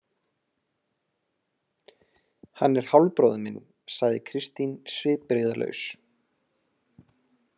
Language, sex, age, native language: Icelandic, male, 30-39, Icelandic